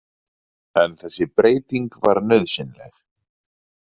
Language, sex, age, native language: Icelandic, male, 40-49, Icelandic